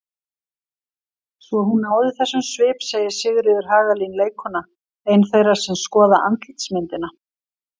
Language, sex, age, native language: Icelandic, female, 50-59, Icelandic